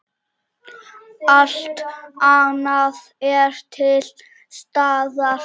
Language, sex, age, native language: Icelandic, male, 8, Czech